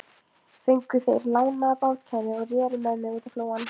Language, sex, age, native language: Icelandic, female, 15, Icelandic